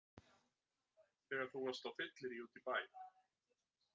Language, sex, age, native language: Icelandic, male, 30-39, Icelandic